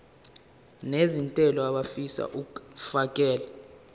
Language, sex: Zulu, male